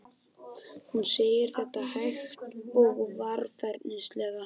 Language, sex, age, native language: Icelandic, male, 12, Icelandic